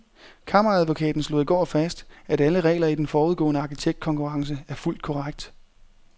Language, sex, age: Danish, male, 30